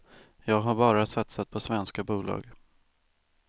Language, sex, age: Swedish, male, 18